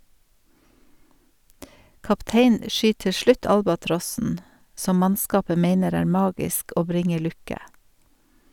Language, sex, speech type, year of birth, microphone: Norwegian, female, read, 1952, Sennheiser